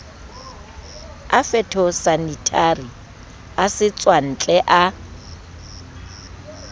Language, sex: Southern Sotho, female